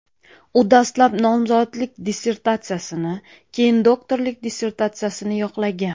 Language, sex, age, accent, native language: Uzbek, female, 30-39, Andijon, Uzbek